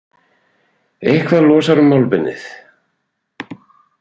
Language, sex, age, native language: Icelandic, male, 40-49, Icelandic